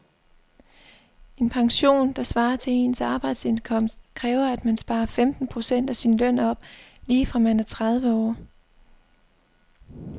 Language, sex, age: Danish, female, 25